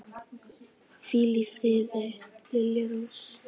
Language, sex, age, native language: Icelandic, female, 10, Icelandic